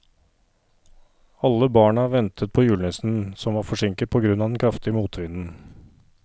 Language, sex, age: Norwegian, male, 39